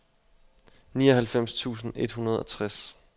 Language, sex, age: Danish, male, 25